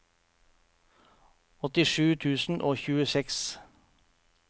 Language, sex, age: Norwegian, male, 48